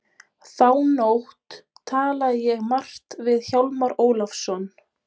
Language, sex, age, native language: Icelandic, female, 20-29, Polish